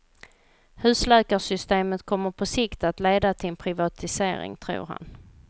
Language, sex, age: Swedish, female, 38